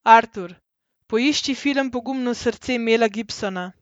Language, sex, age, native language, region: Slovenian, female, 30-49, Slovenian, Central Slovenia